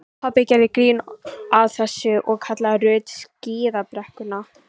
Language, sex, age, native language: Icelandic, female, 14, Icelandic